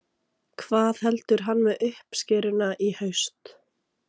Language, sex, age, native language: Icelandic, female, 18-19, Icelandic